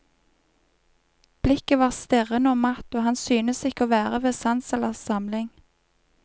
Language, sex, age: Norwegian, female, 31